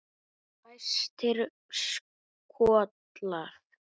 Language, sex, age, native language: Icelandic, female, 9, Icelandic